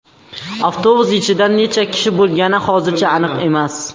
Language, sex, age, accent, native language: Uzbek, male, under 19, Xorazm, Uzbek